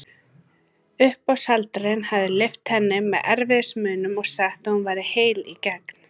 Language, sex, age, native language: Icelandic, female, 30-39, Icelandic